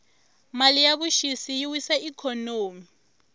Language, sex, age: Tsonga, female, 23